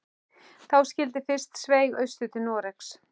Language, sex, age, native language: Icelandic, male, 11, Icelandic